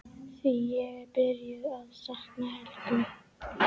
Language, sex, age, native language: Icelandic, female, 12, Icelandic